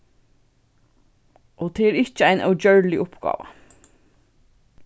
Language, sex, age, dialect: Faroese, female, 15-35, Vágar